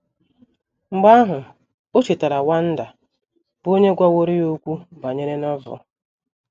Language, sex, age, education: Igbo, female, 30-45, tertiary